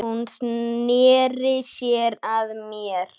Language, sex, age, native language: Icelandic, male, 9, Icelandic